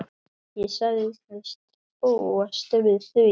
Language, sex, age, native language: Icelandic, male, 8, Icelandic